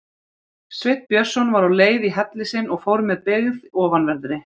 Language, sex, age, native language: Icelandic, female, 30-39, Icelandic